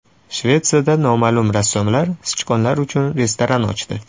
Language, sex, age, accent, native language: Uzbek, male, 18-24, Toshkent shahri, Uzbek